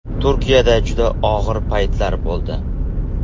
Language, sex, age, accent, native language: Uzbek, male, 18-24, Farg'ona, Uzbek